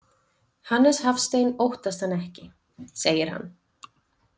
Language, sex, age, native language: Icelandic, female, 20-29, Icelandic